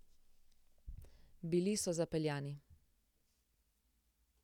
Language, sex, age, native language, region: Slovenian, female, 18-29, Slovenian, Central Slovenia